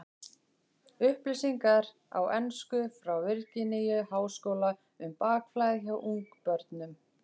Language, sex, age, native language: Icelandic, female, 20-29, Icelandic